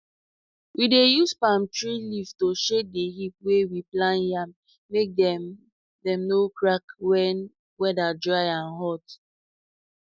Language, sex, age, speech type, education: Nigerian Pidgin, female, 15-29, spontaneous, tertiary